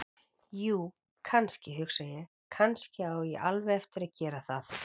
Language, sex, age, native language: Icelandic, female, 40-49, Icelandic